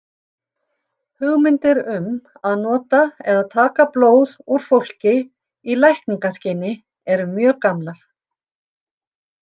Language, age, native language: Icelandic, 60-69, Icelandic